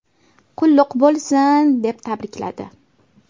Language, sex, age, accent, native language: Uzbek, female, 18-24, Toshkent viloyati, Uzbek